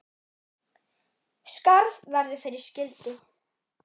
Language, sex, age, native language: Icelandic, male, 9, Icelandic